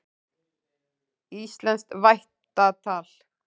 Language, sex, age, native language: Icelandic, female, 18-19, Icelandic